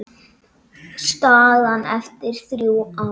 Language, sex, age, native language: Icelandic, male, 9, Icelandic